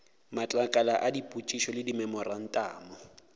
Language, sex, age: Northern Sotho, male, 18